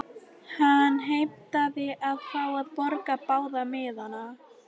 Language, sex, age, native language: Icelandic, female, 13, Icelandic